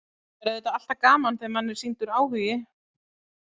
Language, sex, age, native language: Icelandic, female, 30-39, Icelandic